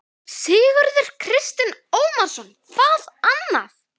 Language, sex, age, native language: Icelandic, female, 11, Icelandic